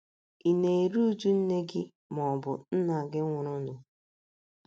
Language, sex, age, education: Igbo, female, 30-45, tertiary